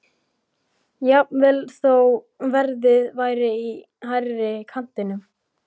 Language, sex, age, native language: Icelandic, male, 12, Icelandic